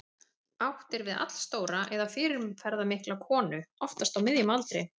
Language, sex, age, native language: Icelandic, female, 30-39, Icelandic